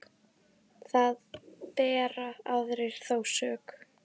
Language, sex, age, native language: Icelandic, female, 10, Icelandic